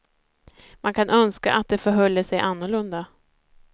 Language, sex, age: Swedish, female, 30